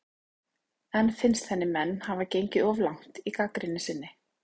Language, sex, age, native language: Icelandic, female, 30-39, Icelandic